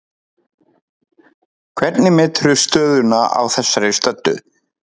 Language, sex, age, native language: Icelandic, male, 30-39, Icelandic